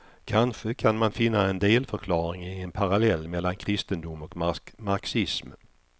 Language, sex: Swedish, male